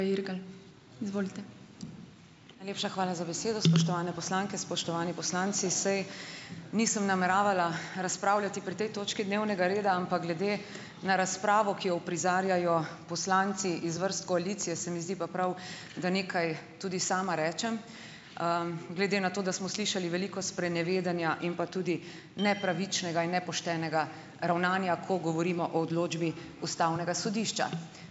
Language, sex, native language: Slovenian, female, Slovenian